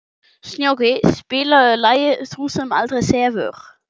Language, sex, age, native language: Icelandic, male, 12, German